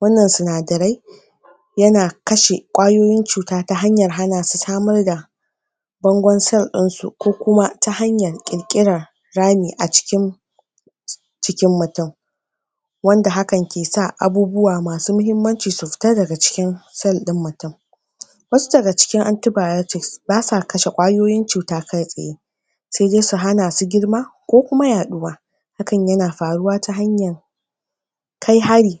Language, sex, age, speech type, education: Hausa, female, 46-60, spontaneous, tertiary